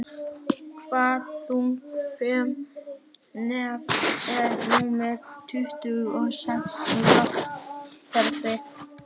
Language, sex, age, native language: Icelandic, female, 18-19, Icelandic